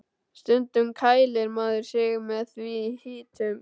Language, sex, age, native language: Icelandic, male, 12, Icelandic